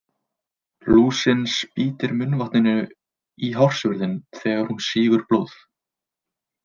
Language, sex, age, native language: Icelandic, male, 20-29, Icelandic